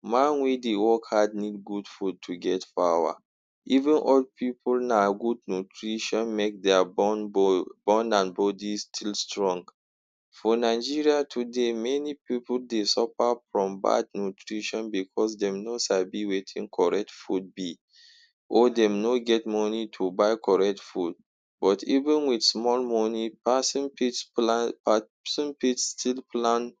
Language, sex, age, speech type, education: Nigerian Pidgin, male, 46-60, spontaneous, tertiary